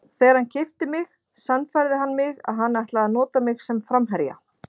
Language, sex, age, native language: Icelandic, female, 40-49, Icelandic